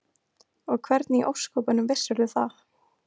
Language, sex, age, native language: Icelandic, female, 20-29, Icelandic